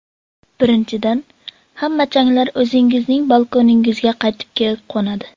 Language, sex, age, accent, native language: Uzbek, female, under 19, Sirdaryo, Uzbek